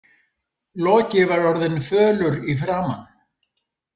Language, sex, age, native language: Icelandic, male, 70-79, Icelandic